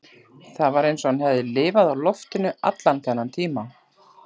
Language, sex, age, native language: Icelandic, female, 40-49, Icelandic